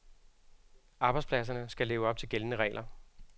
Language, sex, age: Danish, male, 36